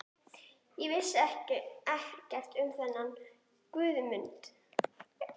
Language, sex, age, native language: Icelandic, female, 11, Icelandic